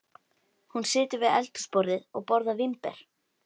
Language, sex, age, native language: Icelandic, female, 12, Icelandic